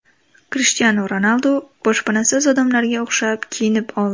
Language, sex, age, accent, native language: Uzbek, female, 18-24, Andijon, Uzbek